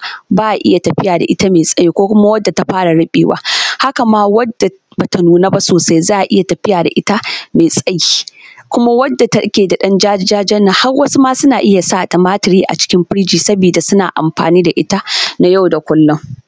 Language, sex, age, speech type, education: Hausa, female, 15-29, spontaneous, tertiary